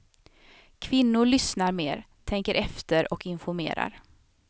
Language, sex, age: Swedish, female, 27